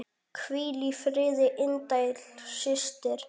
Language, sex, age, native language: Icelandic, male, 10, Icelandic